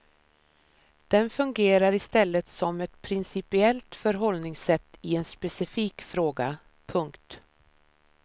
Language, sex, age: Swedish, female, 53